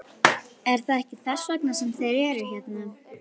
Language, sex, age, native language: Icelandic, female, 11, Icelandic